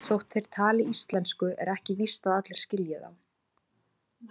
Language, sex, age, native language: Icelandic, female, 20-29, Icelandic